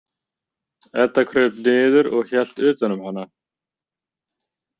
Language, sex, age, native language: Icelandic, male, 50-59, Icelandic